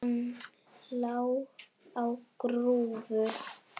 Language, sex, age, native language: Icelandic, female, 7, Icelandic